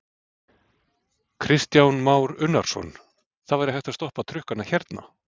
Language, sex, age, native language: Icelandic, male, 40-49, Icelandic